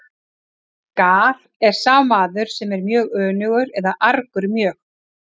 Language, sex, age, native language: Icelandic, female, 40-49, Icelandic